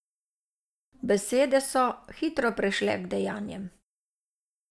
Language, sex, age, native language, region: Slovenian, female, 60+, Slovenian, Savinja region